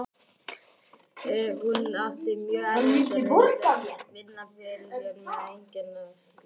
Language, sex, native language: Icelandic, other, Icelandic